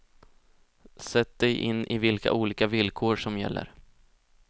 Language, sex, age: Swedish, male, 20